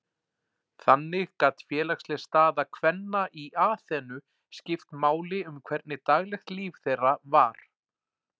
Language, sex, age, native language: Icelandic, male, 40-49, Icelandic